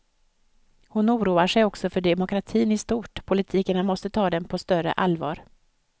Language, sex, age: Swedish, female, 55